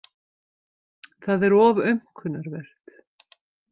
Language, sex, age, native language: Icelandic, female, 50-59, Icelandic